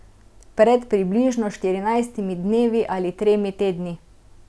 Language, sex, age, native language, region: Slovenian, female, 30-49, Slovenian, Central Slovenia